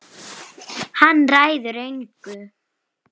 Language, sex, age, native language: Icelandic, female, 9, Icelandic